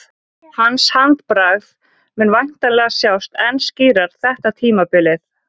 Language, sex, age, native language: Icelandic, female, 20-29, Icelandic